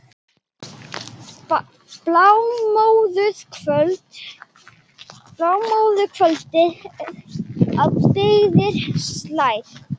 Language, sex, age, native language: Icelandic, female, 10, Icelandic